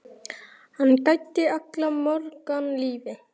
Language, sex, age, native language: Icelandic, male, 9, Icelandic